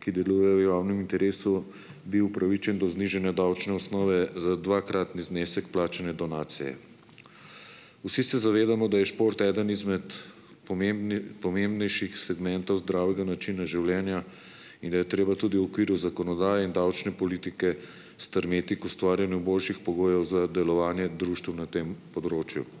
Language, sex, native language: Slovenian, male, Slovenian